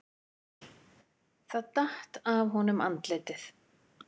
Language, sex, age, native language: Icelandic, female, 50-59, Icelandic